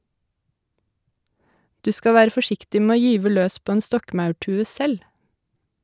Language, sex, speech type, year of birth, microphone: Norwegian, female, read, 1986, Shure